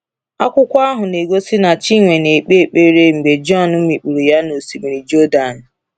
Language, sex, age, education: Igbo, female, 15-29, tertiary